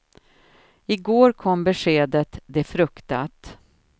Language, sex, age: Swedish, female, 53